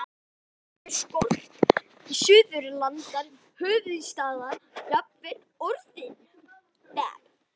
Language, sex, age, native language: Icelandic, male, 11, Icelandic